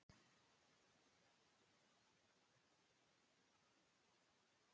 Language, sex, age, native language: Icelandic, male, 13, Icelandic